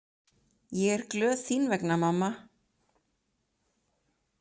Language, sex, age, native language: Icelandic, female, 30-39, Icelandic